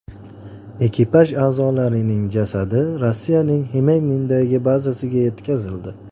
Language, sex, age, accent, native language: Uzbek, male, 25-34, Andijon, Uzbek